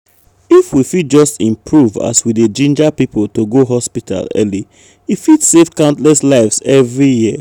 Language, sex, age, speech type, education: Nigerian Pidgin, male, 30-45, spontaneous, tertiary